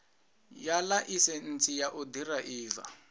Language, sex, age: Venda, male, 22